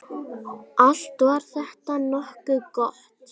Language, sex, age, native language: Icelandic, female, 10, Icelandic